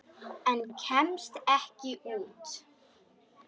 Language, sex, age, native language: Icelandic, female, 10, Icelandic